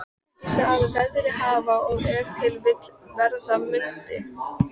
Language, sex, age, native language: Icelandic, female, 14, Icelandic